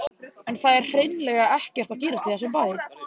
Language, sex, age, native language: Icelandic, male, 13, Icelandic